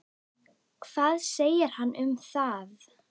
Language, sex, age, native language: Icelandic, female, 9, Icelandic